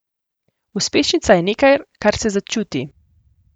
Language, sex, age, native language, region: Slovenian, female, 18-29, Slovenian, Central Slovenia